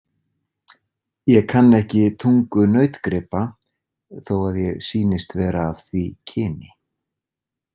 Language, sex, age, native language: Icelandic, male, 40-49, Icelandic